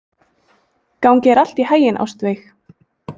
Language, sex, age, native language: Icelandic, female, 20-29, Icelandic